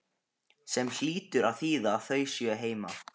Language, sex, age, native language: Icelandic, male, 15, Icelandic